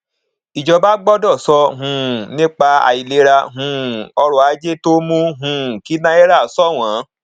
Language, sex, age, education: Yoruba, male, 30-45, tertiary